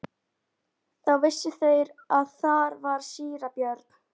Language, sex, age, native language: Icelandic, female, 11, Icelandic